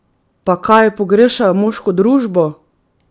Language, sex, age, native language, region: Slovenian, female, 30-49, Slovenian, Drava region